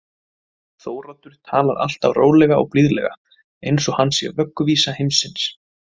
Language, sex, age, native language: Icelandic, male, 20-29, Icelandic